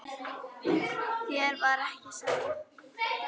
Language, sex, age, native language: Icelandic, female, 10, Icelandic